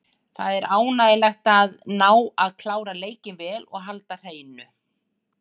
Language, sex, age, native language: Icelandic, female, 60-69, Icelandic